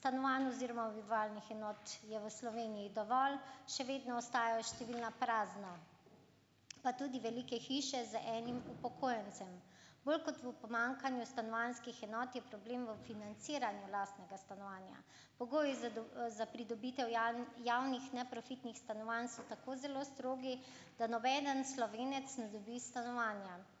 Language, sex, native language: Slovenian, female, Slovenian